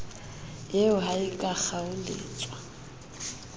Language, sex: Southern Sotho, female